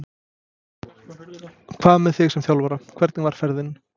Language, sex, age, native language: Icelandic, male, 20-29, Serbo-Croatian